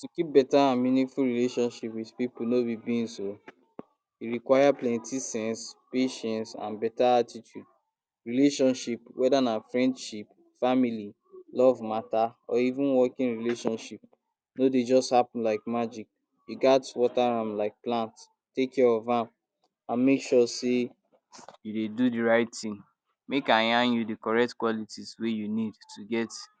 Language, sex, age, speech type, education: Nigerian Pidgin, male, 46-60, spontaneous, tertiary